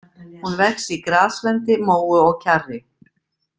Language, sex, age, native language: Icelandic, female, 50-59, Icelandic